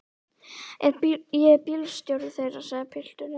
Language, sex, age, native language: Icelandic, female, 11, Icelandic